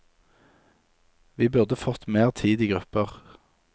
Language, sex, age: Norwegian, male, 27